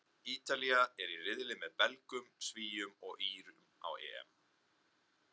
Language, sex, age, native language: Icelandic, male, 30-39, Icelandic